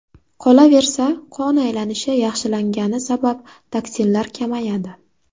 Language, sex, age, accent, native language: Uzbek, female, 19-29, Navoiy, Uzbek